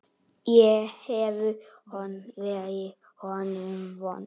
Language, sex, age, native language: Icelandic, male, 8, Icelandic